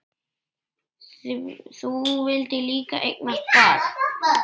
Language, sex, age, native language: Icelandic, male, 8, Icelandic